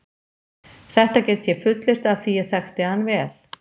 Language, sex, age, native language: Icelandic, female, 50-59, Icelandic